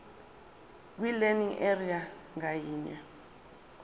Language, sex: Zulu, female